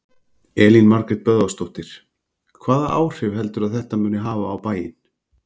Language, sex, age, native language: Icelandic, male, 40-49, Icelandic